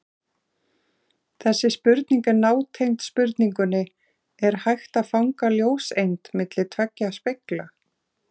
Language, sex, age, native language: Icelandic, female, 40-49, Icelandic